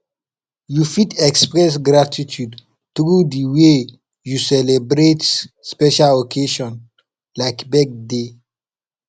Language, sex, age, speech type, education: Nigerian Pidgin, male, 15-29, spontaneous, tertiary